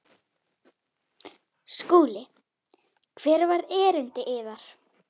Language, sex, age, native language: Icelandic, female, 8, Icelandic